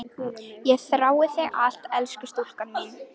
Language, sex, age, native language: Icelandic, female, 11, Icelandic